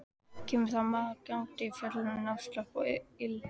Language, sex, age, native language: Icelandic, female, 14, Icelandic